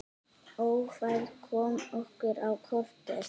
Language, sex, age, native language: Icelandic, female, 6, Icelandic